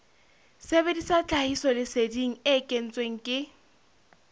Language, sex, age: Southern Sotho, female, 21